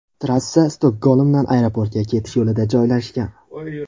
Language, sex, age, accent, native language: Uzbek, male, 18-24, Xorazm, Uzbek